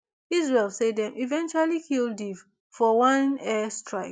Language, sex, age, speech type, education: Nigerian Pidgin, female, 15-29, spontaneous, tertiary